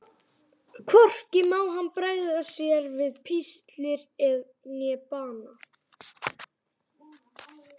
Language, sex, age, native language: Icelandic, male, 11, Icelandic